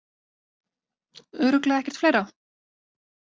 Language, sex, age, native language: Icelandic, female, 30-39, Icelandic